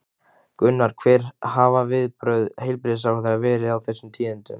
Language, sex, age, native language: Icelandic, male, 15, Icelandic